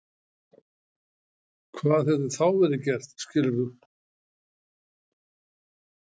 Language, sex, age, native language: Icelandic, male, 60-69, Icelandic